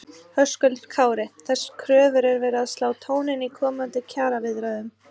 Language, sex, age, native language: Icelandic, female, 30-39, Icelandic